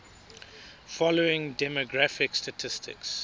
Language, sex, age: English, male, 22